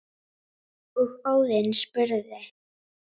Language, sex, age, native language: Icelandic, female, 9, Icelandic